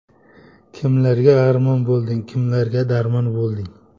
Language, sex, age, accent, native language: Uzbek, male, 25-34, Toshkent shahri, Uzbek